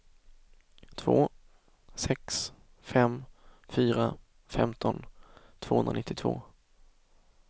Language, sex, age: Swedish, male, 24